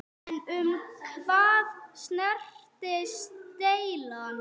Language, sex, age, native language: Icelandic, female, 6, Icelandic